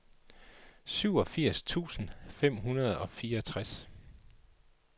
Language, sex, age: Danish, male, 39